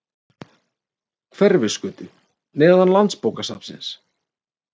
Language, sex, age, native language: Icelandic, male, 30-39, Icelandic